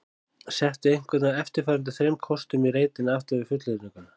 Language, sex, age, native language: Icelandic, male, 30-39, Icelandic